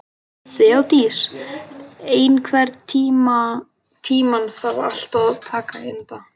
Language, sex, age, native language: Icelandic, male, 12, Icelandic